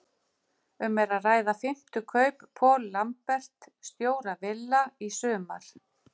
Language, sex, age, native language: Icelandic, female, 50-59, Icelandic